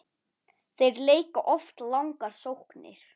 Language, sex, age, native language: Icelandic, male, 10, Icelandic